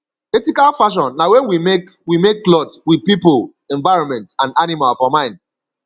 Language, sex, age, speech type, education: Nigerian Pidgin, male, 30-45, spontaneous, secondary